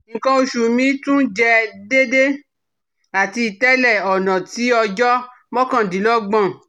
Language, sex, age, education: Yoruba, female, 30-45, tertiary